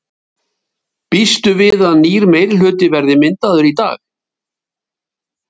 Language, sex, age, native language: Icelandic, male, 70-79, Icelandic